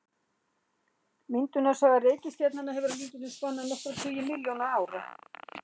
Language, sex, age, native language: Icelandic, female, 60-69, Icelandic